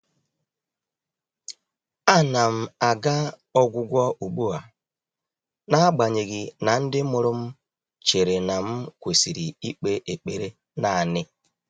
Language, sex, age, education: Igbo, male, 46-60, tertiary